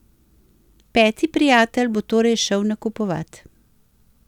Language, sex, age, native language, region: Slovenian, female, 60+, Slovenian, Central Slovenia